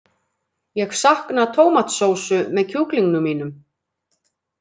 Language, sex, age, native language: Icelandic, female, 50-59, Icelandic